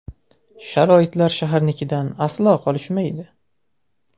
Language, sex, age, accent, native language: Uzbek, male, 18-24, Andijon, Uzbek